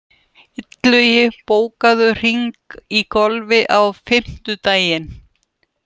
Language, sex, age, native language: Icelandic, female, 70-79, Russian